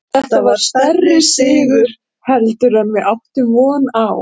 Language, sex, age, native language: Icelandic, female, 40-49, Icelandic